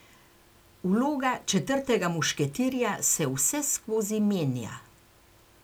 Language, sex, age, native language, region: Slovenian, female, 60+, Slovenian, Gorenjska region